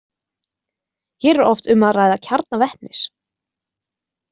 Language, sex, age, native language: Icelandic, female, 20-29, Icelandic